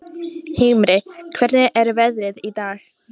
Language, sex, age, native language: Icelandic, female, 18-19, Icelandic